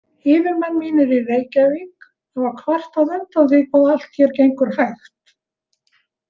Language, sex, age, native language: Icelandic, female, 70-79, Icelandic